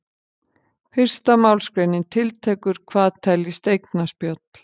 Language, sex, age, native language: Icelandic, female, 50-59, Icelandic